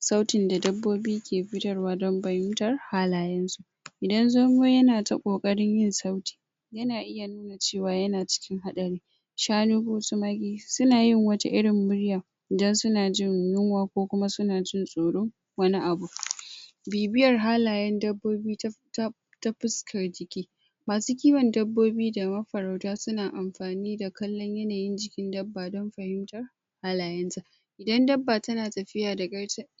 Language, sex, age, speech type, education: Hausa, female, 46-60, spontaneous, secondary